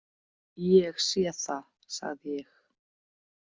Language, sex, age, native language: Icelandic, female, 40-49, Icelandic